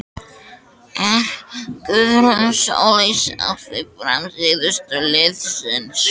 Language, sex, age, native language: Icelandic, male, 13, Icelandic